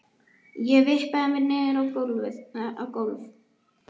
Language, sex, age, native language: Icelandic, male, 11, Icelandic